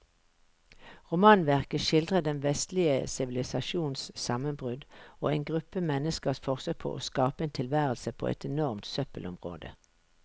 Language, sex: Norwegian, female